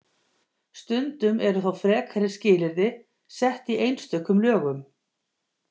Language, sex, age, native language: Icelandic, female, 50-59, Icelandic